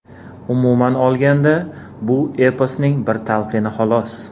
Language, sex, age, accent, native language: Uzbek, male, 40-49, Andijon, Uzbek